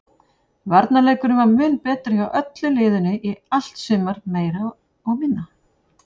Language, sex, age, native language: Icelandic, female, 40-49, Icelandic